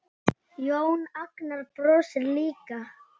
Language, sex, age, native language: Icelandic, male, 9, Icelandic